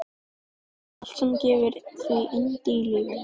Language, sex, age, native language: Icelandic, female, 12, Icelandic